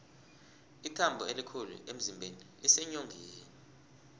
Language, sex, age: South Ndebele, male, 20